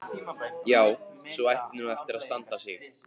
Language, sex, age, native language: Icelandic, male, 15, Icelandic